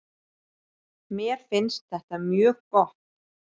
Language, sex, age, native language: Icelandic, female, 30-39, Icelandic